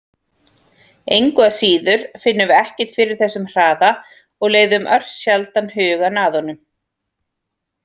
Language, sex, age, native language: Icelandic, female, 40-49, Icelandic